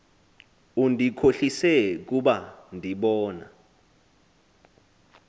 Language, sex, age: Xhosa, male, 20